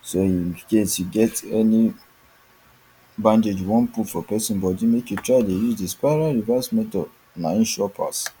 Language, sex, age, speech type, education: Nigerian Pidgin, male, 30-45, spontaneous, tertiary